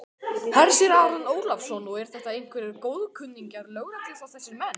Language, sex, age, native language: Icelandic, male, 18-19, Icelandic